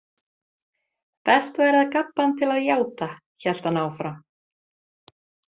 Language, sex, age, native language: Icelandic, female, 30-39, Icelandic